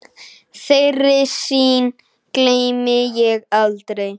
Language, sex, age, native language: Icelandic, male, 9, Icelandic